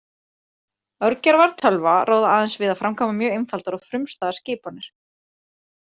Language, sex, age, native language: Icelandic, female, 30-39, Icelandic